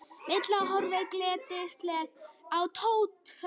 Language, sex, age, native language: Icelandic, female, 18-19, Icelandic